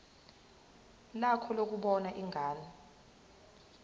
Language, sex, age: Zulu, female, 22